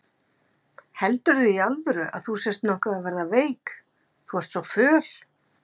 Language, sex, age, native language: Icelandic, female, 50-59, Icelandic